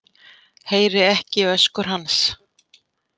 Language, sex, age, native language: Icelandic, female, 50-59, Icelandic